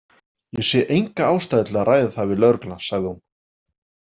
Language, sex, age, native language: Icelandic, male, 40-49, Icelandic